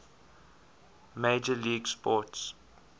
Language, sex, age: English, male, 20